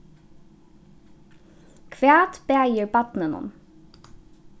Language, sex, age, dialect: Faroese, female, 15-35, Norðuroyggjar